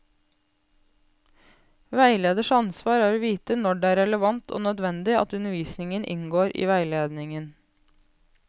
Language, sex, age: Norwegian, female, 28